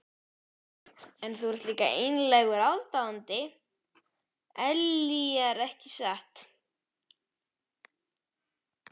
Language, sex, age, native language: Icelandic, male, 11, Icelandic